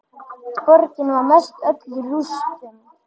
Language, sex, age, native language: Icelandic, male, 10, Icelandic